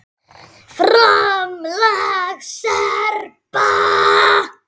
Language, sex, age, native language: Icelandic, female, 10, Icelandic